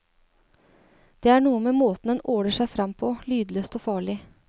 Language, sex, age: Norwegian, female, 36